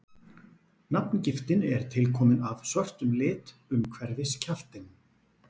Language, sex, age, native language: Icelandic, male, 40-49, Icelandic